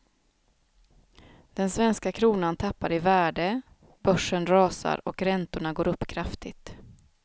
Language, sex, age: Swedish, female, 36